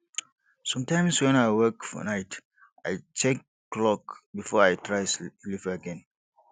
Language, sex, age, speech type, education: Nigerian Pidgin, male, 15-29, spontaneous, tertiary